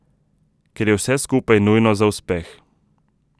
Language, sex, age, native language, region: Slovenian, male, 30-49, Slovenian, Southeast Slovenia